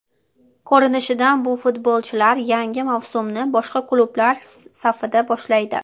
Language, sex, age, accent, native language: Uzbek, female, under 19, Toshkent shahri, Uzbek